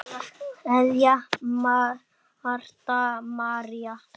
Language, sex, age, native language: Icelandic, male, 8, Icelandic